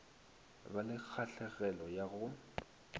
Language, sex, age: Northern Sotho, male, 19